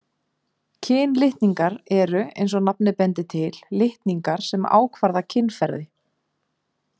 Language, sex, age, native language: Icelandic, female, 50-59, Icelandic